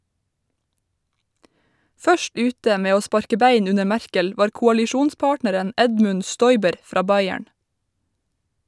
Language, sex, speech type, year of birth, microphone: Norwegian, female, read, 1990, Shure